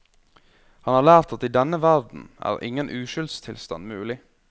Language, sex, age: Norwegian, male, 21